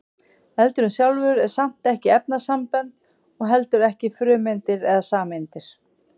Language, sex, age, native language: Icelandic, female, 50-59, Icelandic